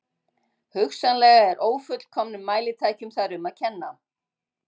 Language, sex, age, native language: Icelandic, female, 60-69, Icelandic